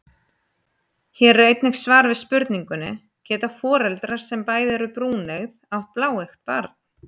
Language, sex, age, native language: Icelandic, female, 30-39, Icelandic